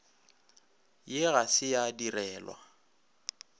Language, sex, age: Northern Sotho, male, 26